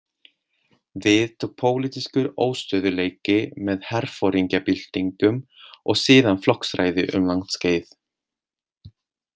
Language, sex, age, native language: Icelandic, male, 20-29, Swedish